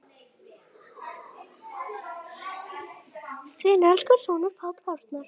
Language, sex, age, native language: Icelandic, female, 10, Icelandic